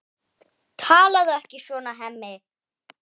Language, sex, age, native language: Icelandic, female, 10, Icelandic